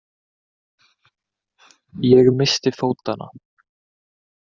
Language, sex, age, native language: Icelandic, male, 18-19, Icelandic